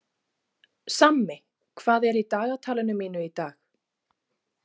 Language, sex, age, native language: Icelandic, female, 30-39, Icelandic